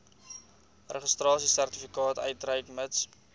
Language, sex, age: Afrikaans, male, 20